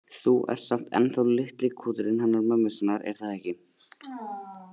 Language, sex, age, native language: Icelandic, male, 80-89, Icelandic